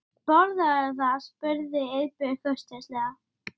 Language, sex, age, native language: Icelandic, male, 9, Icelandic